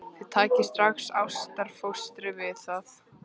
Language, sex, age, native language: Icelandic, female, 13, Icelandic